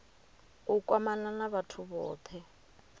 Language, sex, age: Venda, female, 30